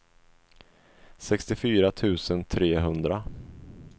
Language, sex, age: Swedish, male, 25